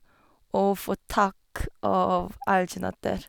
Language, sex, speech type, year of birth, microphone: Norwegian, female, spontaneous, 1989, Sennheiser